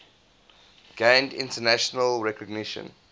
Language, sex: English, male